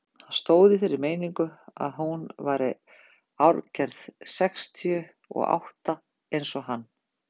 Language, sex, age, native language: Icelandic, female, 50-59, Icelandic